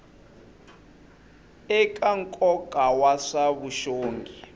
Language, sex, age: Tsonga, male, 25